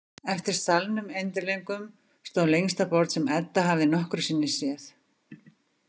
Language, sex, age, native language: Icelandic, female, 50-59, Icelandic